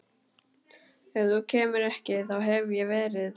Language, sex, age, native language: Icelandic, male, 12, Icelandic